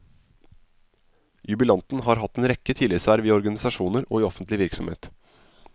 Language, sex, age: Norwegian, male, 27